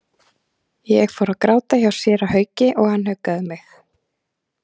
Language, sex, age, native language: Icelandic, female, 30-39, Icelandic